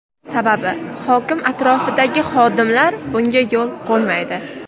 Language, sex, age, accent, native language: Uzbek, female, under 19, Toshkent viloyati, Uzbek